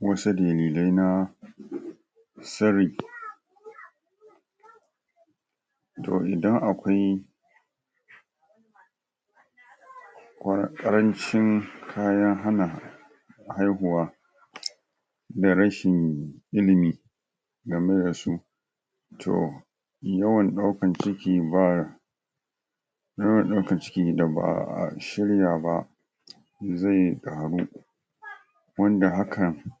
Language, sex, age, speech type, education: Hausa, male, 46-60, spontaneous, tertiary